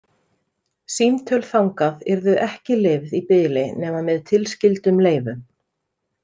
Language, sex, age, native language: Icelandic, female, 30-39, Icelandic